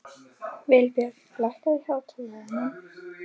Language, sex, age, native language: Icelandic, female, 12, Icelandic